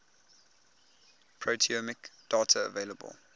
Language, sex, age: English, male, 20